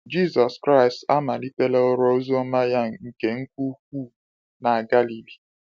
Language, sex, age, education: Igbo, male, 15-29, tertiary